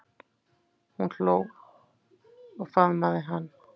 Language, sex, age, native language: Icelandic, female, 7, Icelandic